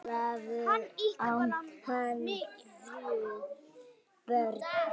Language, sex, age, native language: Icelandic, female, 9, Icelandic